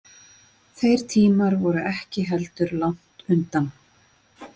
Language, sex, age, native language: Icelandic, female, 40-49, Icelandic